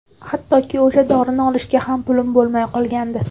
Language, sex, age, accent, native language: Uzbek, female, 18-24, Toshkent viloyati, Uzbek